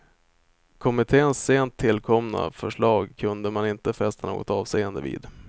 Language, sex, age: Swedish, male, 25